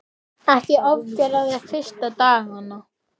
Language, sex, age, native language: Icelandic, male, 10, Icelandic